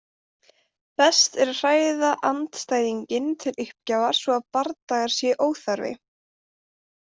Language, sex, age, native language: Icelandic, female, 20-29, Icelandic